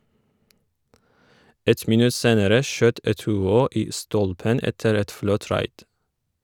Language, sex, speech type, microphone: Norwegian, female, read, Shure